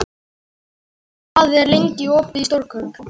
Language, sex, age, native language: Icelandic, female, 40-49, Icelandic